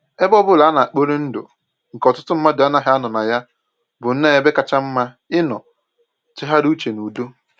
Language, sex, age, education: Igbo, male, 15-29, tertiary